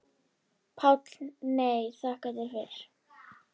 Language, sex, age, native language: Icelandic, female, 10, Icelandic